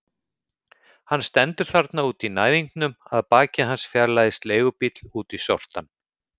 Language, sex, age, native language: Icelandic, male, 50-59, Icelandic